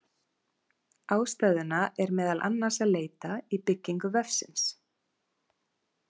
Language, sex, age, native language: Icelandic, female, 30-39, Icelandic